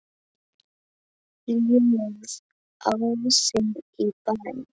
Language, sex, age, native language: Icelandic, male, 9, Icelandic